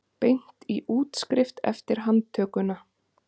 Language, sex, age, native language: Icelandic, female, 30-39, Icelandic